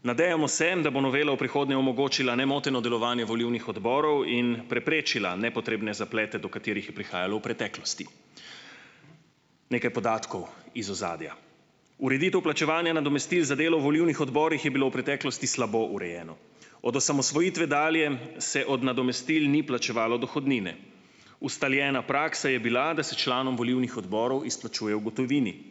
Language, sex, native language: Slovenian, male, Slovenian